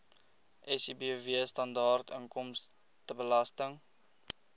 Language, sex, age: Afrikaans, male, 20